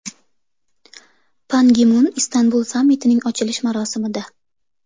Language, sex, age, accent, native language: Uzbek, female, 25-34, Toshkent shahri, Uzbek